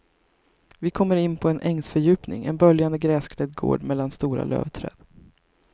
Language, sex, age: Swedish, female, 33